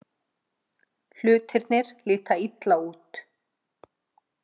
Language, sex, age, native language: Icelandic, female, 50-59, Icelandic